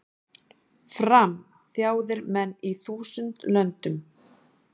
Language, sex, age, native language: Icelandic, female, 40-49, Icelandic